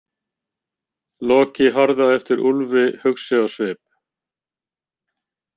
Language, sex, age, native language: Icelandic, male, 50-59, Icelandic